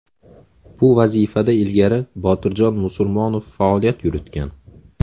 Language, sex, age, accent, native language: Uzbek, male, 18-24, Namangan, Uzbek